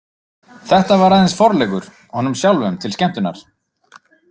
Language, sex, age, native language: Icelandic, male, 30-39, Icelandic